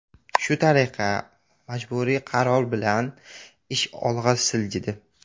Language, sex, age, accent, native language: Uzbek, male, 18-24, Samarqand, Uzbek